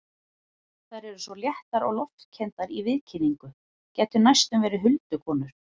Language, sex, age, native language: Icelandic, female, 40-49, Icelandic